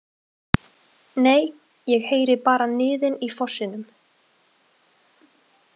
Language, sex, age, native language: Icelandic, female, 20-29, Icelandic